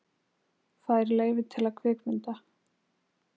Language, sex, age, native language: Icelandic, female, 20-29, Icelandic